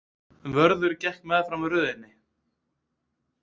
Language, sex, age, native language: Icelandic, male, 20-29, Icelandic